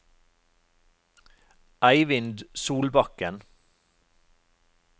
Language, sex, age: Norwegian, male, 45